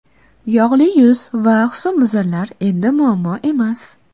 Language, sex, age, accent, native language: Uzbek, female, 19-29, Qashqadaryo, Uzbek